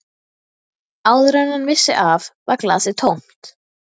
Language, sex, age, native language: Icelandic, female, 12, Icelandic